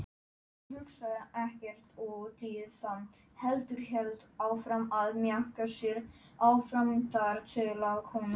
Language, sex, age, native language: Icelandic, male, 11, Polish